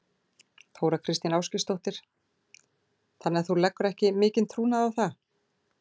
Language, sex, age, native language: Icelandic, female, 40-49, Icelandic